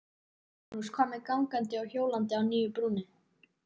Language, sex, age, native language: Icelandic, male, 12, Icelandic